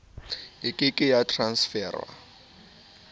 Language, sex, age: Southern Sotho, male, 19